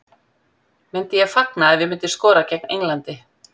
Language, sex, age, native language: Icelandic, female, 50-59, Icelandic